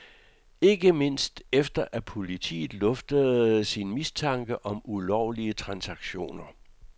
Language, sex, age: Danish, male, 66